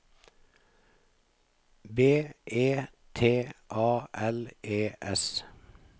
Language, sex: Norwegian, male